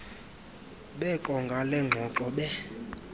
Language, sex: Xhosa, male